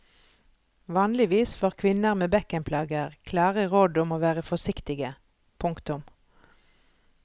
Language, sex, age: Norwegian, female, 43